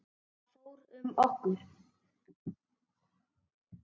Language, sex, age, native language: Icelandic, female, 7, Icelandic